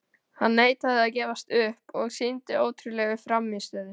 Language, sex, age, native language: Icelandic, male, 18-19, Icelandic